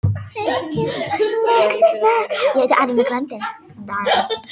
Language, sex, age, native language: Icelandic, female, 18-19, Icelandic